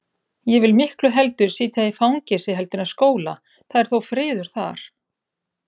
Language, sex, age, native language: Icelandic, female, 30-39, Icelandic